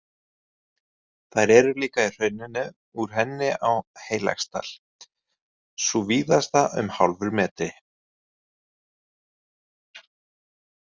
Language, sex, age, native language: Icelandic, male, 30-39, Icelandic